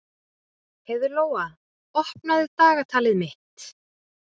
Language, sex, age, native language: Icelandic, female, 20-29, Icelandic